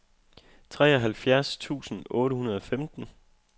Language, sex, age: Danish, male, 25